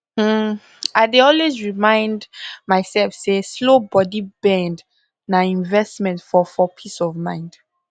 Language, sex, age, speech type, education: Nigerian Pidgin, female, 15-29, spontaneous, tertiary